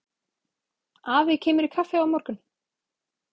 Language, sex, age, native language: Icelandic, female, 30-39, Icelandic